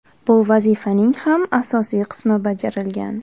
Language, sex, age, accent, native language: Uzbek, female, 18-24, Toshkent viloyati, Uzbek